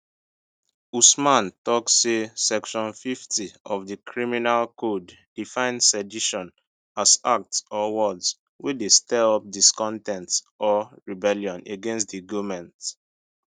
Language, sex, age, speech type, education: Nigerian Pidgin, male, 15-29, spontaneous, secondary